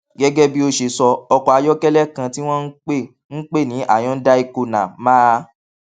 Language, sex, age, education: Yoruba, male, 15-29, tertiary